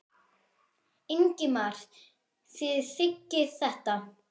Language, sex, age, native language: Icelandic, male, 10, Icelandic